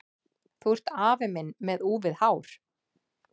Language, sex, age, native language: Icelandic, female, 40-49, Icelandic